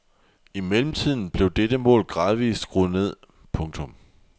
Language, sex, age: Danish, male, 24